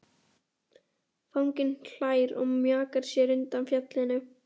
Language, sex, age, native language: Icelandic, female, 11, Icelandic